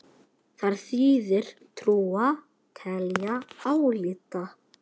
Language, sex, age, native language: Icelandic, male, 8, Icelandic